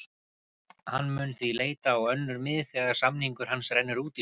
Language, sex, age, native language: Icelandic, male, 30-39, Icelandic